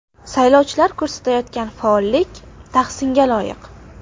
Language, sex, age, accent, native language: Uzbek, female, under 19, Qashqadaryo, Uzbek